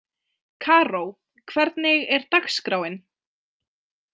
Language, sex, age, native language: Icelandic, female, 20-29, Icelandic